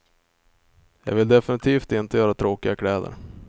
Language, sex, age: Swedish, male, 25